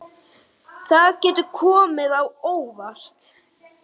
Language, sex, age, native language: Icelandic, female, 9, Icelandic